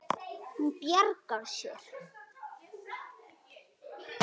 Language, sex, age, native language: Icelandic, male, 6, Icelandic